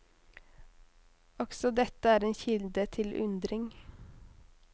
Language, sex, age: Norwegian, female, 21